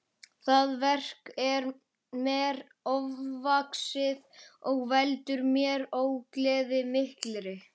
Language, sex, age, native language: Icelandic, male, 11, Icelandic